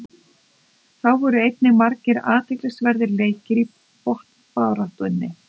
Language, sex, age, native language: Icelandic, female, 50-59, Icelandic